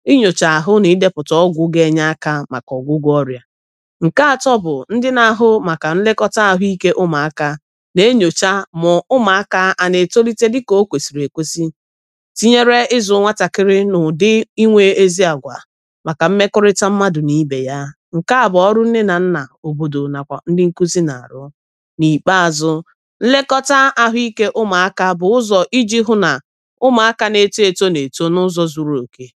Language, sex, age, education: Igbo, female, 30-45, tertiary